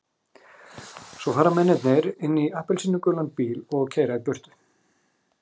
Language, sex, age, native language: Icelandic, male, 40-49, Icelandic